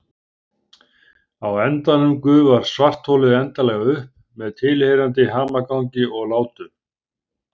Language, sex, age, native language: Icelandic, male, 50-59, Icelandic